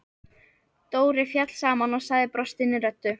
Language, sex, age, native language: Icelandic, female, 13, Icelandic